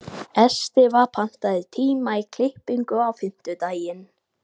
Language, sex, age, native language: Icelandic, female, 18-19, Icelandic